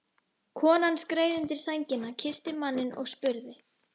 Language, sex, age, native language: Icelandic, female, 11, Icelandic